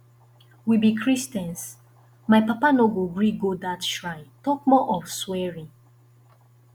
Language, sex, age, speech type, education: Nigerian Pidgin, female, 15-29, spontaneous, tertiary